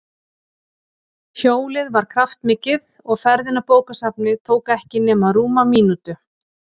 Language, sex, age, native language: Icelandic, female, 40-49, Icelandic